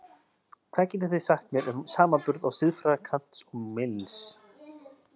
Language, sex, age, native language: Icelandic, male, 30-39, Icelandic